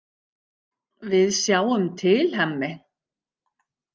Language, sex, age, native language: Icelandic, female, 50-59, Icelandic